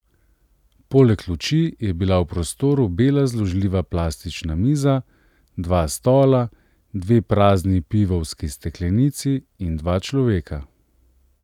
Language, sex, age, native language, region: Slovenian, male, 30-49, Slovenian, Central Slovenia